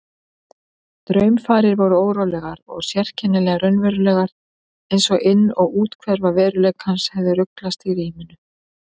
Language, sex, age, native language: Icelandic, female, 50-59, Icelandic